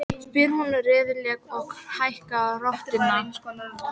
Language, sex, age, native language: Icelandic, female, 12, Icelandic